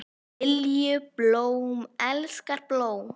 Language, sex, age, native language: Icelandic, female, 9, Icelandic